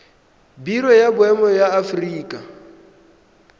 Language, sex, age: Tswana, male, 20